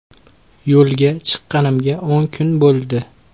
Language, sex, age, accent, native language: Uzbek, male, 25-34, Qashqadaryo, Uzbek